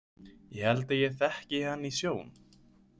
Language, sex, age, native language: Icelandic, male, 20-29, Icelandic